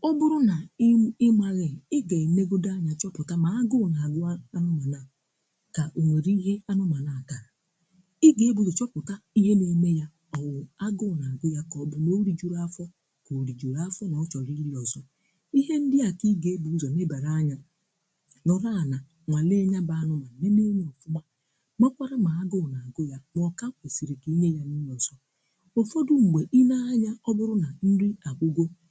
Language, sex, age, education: Igbo, female, 60+, tertiary